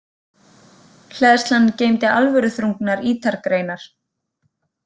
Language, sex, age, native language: Icelandic, female, 30-39, Icelandic